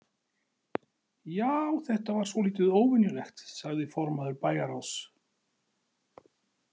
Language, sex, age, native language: Icelandic, male, 40-49, Icelandic